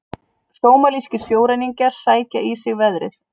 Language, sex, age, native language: Icelandic, female, 30-39, Icelandic